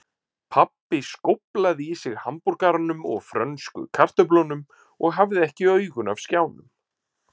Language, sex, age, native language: Icelandic, male, 30-39, Icelandic